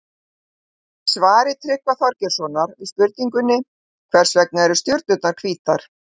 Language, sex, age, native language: Icelandic, female, 50-59, Icelandic